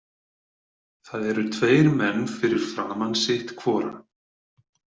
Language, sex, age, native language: Icelandic, male, 40-49, Icelandic